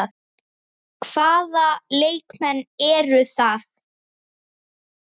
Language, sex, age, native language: Icelandic, female, 10, Icelandic